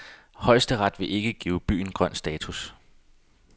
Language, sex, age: Danish, male, 32